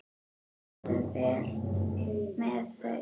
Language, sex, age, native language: Icelandic, female, 9, Icelandic